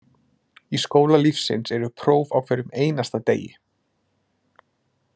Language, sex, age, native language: Icelandic, male, 20-29, Icelandic